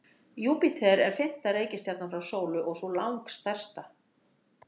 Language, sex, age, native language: Icelandic, female, 60-69, Icelandic